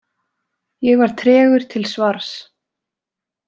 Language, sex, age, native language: Icelandic, female, 20-29, Icelandic